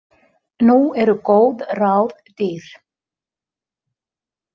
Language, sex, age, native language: Icelandic, female, 50-59, Icelandic